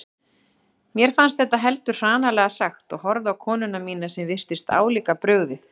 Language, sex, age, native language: Icelandic, female, 40-49, Icelandic